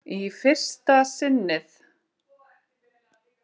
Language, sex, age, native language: Icelandic, female, 30-39, Icelandic